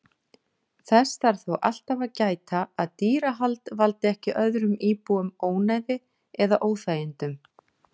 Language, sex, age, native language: Icelandic, female, 40-49, Icelandic